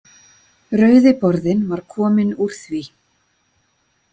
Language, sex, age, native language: Icelandic, female, 40-49, Icelandic